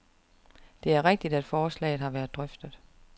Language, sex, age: Danish, female, 41